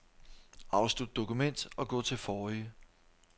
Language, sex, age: Danish, male, 43